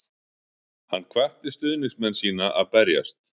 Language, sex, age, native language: Icelandic, male, 40-49, Icelandic